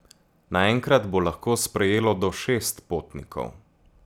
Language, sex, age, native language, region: Slovenian, male, 18-29, Slovenian, Gorica region